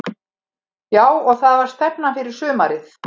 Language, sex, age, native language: Icelandic, female, 70-79, Icelandic